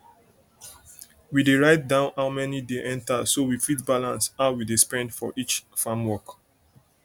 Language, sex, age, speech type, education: Nigerian Pidgin, male, 30-45, spontaneous, tertiary